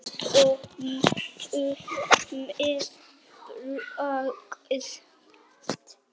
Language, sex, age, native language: Icelandic, male, 9, Icelandic